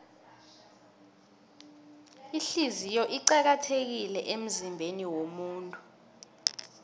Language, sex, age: South Ndebele, female, 22